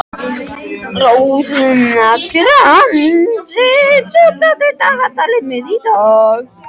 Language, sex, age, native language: Icelandic, other, 13, Icelandic